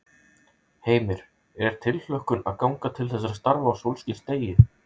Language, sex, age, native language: Icelandic, male, 30-39, Icelandic